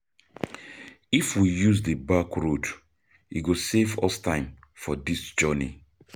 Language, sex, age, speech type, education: Nigerian Pidgin, male, 30-45, spontaneous, tertiary